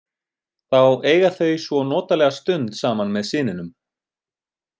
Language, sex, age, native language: Icelandic, male, 30-39, Icelandic